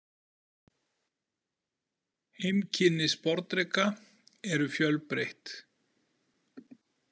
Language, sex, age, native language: Icelandic, male, 40-49, Icelandic